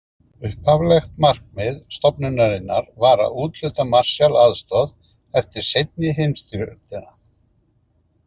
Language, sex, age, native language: Icelandic, male, 50-59, Icelandic